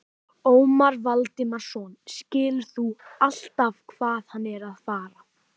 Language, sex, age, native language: Icelandic, male, 11, Icelandic